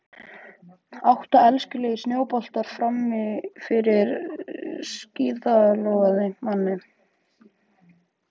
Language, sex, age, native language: Icelandic, male, 14, Icelandic